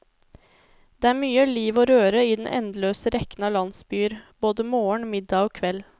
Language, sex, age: Norwegian, female, 24